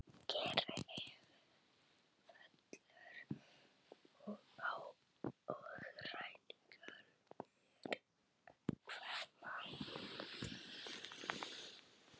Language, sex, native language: Icelandic, male, Chinese